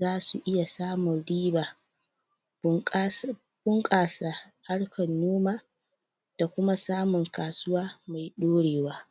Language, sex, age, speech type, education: Hausa, female, 30-45, spontaneous, tertiary